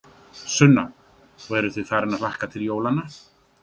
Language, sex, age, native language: Icelandic, male, 60-69, Icelandic